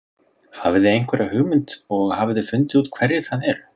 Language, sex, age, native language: Icelandic, male, 30-39, Icelandic